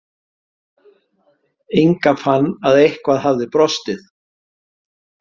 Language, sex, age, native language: Icelandic, male, 50-59, Icelandic